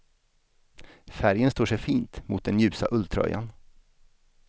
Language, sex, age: Swedish, male, 49